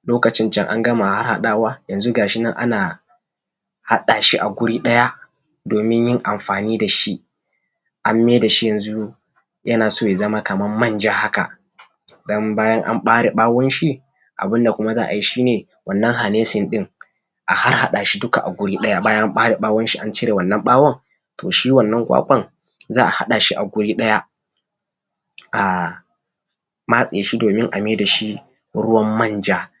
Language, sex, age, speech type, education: Hausa, male, 15-29, spontaneous, tertiary